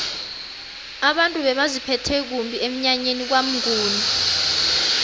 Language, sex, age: South Ndebele, female, 22